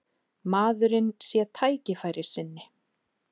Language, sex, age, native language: Icelandic, female, 30-39, Icelandic